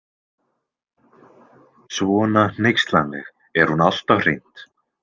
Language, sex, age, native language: Icelandic, male, 20-29, Icelandic